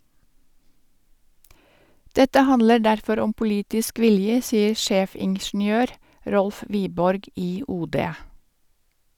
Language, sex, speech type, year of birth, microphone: Norwegian, female, read, 1952, Sennheiser